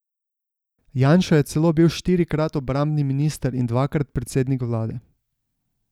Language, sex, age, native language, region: Slovenian, male, 18-29, Slovenian, Savinja region